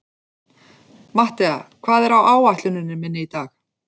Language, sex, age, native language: Icelandic, female, 40-49, Icelandic